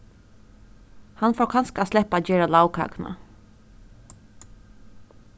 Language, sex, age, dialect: Faroese, female, 15-35, Suðurstreymoy